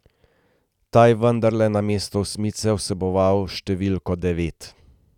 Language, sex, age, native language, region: Slovenian, male, 30-49, Slovenian, Gorenjska region